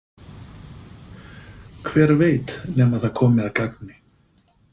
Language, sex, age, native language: Icelandic, male, 50-59, Icelandic